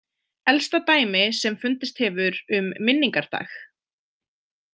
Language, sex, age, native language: Icelandic, female, 20-29, Icelandic